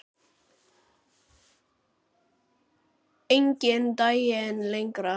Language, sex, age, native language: Icelandic, male, 9, Icelandic